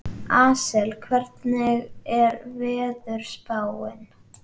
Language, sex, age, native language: Icelandic, female, 11, Icelandic